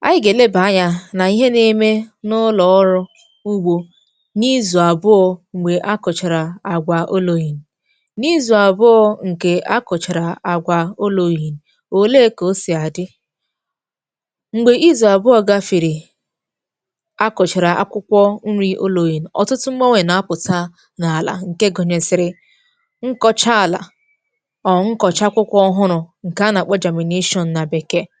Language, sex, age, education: Igbo, female, 15-29, tertiary